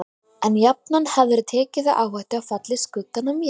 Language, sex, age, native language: Icelandic, female, 20-29, Icelandic